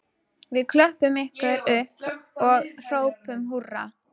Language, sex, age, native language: Icelandic, female, 12, Icelandic